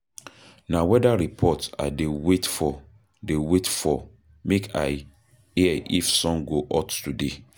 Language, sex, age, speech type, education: Nigerian Pidgin, male, 30-45, spontaneous, tertiary